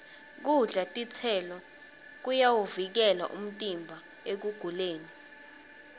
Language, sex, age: Swati, female, 22